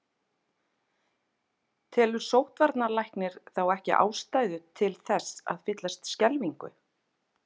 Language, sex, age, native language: Icelandic, female, 40-49, Icelandic